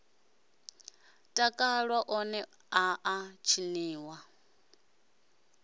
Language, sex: Venda, male